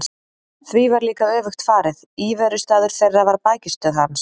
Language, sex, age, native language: Icelandic, female, 30-39, Icelandic